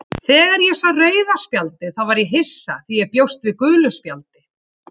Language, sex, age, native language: Icelandic, female, 40-49, Icelandic